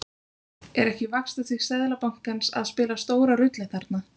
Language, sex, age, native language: Icelandic, female, 20-29, Icelandic